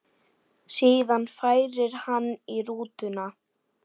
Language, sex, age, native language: Icelandic, female, 9, Icelandic